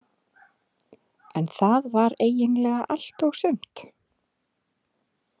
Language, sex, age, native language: Icelandic, female, 30-39, Icelandic